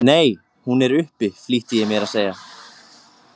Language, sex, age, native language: Icelandic, male, 20-29, Icelandic